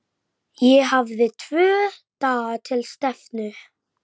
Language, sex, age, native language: Icelandic, male, 11, Icelandic